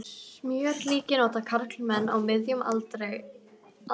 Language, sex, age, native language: Icelandic, female, 12, Icelandic